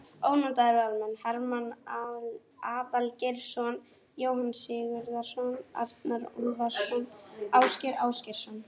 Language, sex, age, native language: Icelandic, female, 18-19, Icelandic